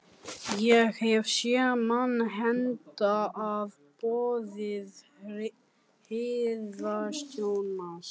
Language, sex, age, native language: Icelandic, male, 14, Icelandic